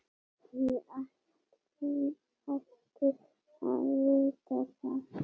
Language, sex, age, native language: Icelandic, female, 8, Icelandic